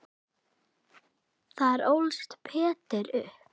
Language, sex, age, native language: Icelandic, female, 8, Icelandic